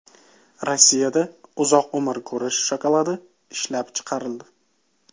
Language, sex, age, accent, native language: Uzbek, male, 25-34, Toshkent viloyati, Uzbek